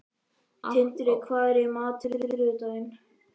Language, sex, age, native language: Icelandic, male, 11, Icelandic